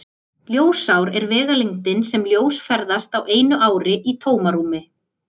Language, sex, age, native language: Icelandic, female, 30-39, Icelandic